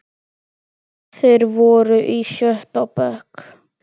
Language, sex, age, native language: Icelandic, male, 10, Icelandic